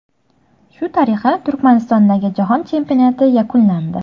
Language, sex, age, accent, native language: Uzbek, female, 18-24, Toshkent shahri, Uzbek